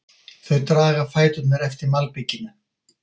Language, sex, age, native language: Icelandic, male, 50-59, Icelandic